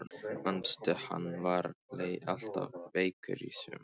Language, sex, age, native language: Icelandic, male, 15, Icelandic